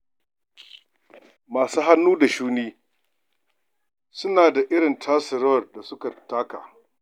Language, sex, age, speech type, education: Hausa, male, 46-60, read, tertiary